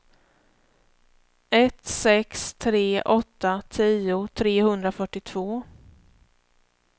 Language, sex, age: Swedish, female, 31